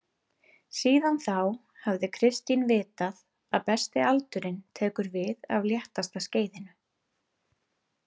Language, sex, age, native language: Icelandic, female, 30-39, Icelandic